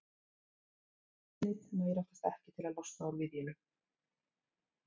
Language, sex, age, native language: Icelandic, female, 30-39, Icelandic